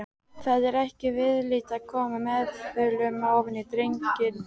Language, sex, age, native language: Icelandic, female, 12, Icelandic